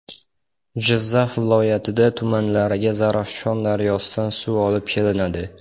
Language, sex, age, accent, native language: Uzbek, male, under 19, Farg'ona, Uzbek